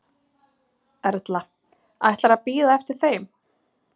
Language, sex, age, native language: Icelandic, female, 30-39, Icelandic